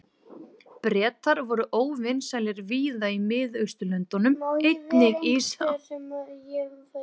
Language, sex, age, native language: Icelandic, female, 20-29, Icelandic